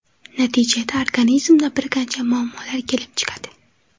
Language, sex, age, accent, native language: Uzbek, female, 18-24, Xorazm, Uzbek